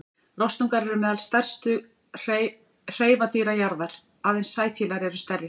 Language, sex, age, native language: Icelandic, female, 40-49, Icelandic